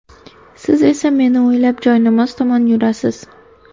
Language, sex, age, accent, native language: Uzbek, female, 18-24, Toshkent shahri, Uzbek